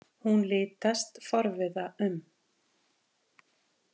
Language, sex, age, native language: Icelandic, female, 50-59, Icelandic